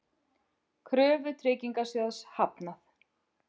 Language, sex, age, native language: Icelandic, female, 40-49, Icelandic